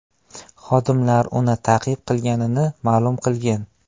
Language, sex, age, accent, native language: Uzbek, male, 18-24, Qashqadaryo, Uzbek